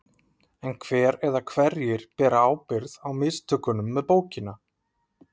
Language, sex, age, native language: Icelandic, male, 30-39, Icelandic